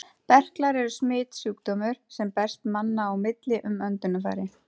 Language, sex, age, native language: Icelandic, female, 30-39, Icelandic